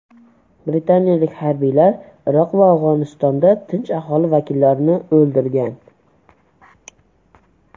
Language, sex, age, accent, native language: Uzbek, male, under 19, Andijon, Uzbek